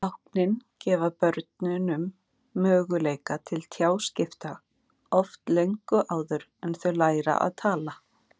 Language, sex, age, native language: Icelandic, female, 40-49, Icelandic